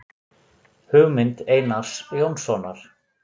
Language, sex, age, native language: Icelandic, male, 40-49, Icelandic